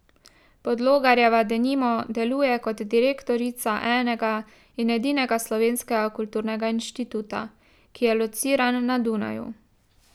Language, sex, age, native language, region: Slovenian, female, 18-29, Slovenian, Drava region